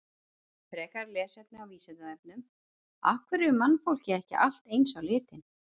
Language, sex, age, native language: Icelandic, female, 40-49, Icelandic